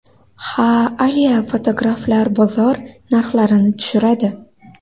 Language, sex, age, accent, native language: Uzbek, female, 19-29, Andijon, Uzbek